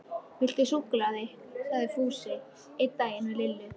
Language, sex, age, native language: Icelandic, female, 13, Icelandic